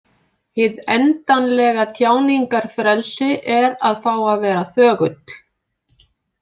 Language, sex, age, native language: Icelandic, female, 50-59, Icelandic